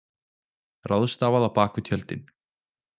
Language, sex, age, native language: Icelandic, male, 20-29, Icelandic